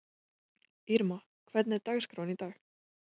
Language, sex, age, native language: Icelandic, female, 20-29, Icelandic